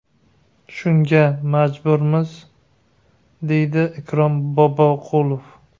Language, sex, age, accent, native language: Uzbek, male, 25-34, Navoiy, Uzbek